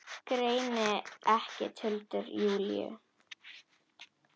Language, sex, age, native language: Icelandic, female, 10, Icelandic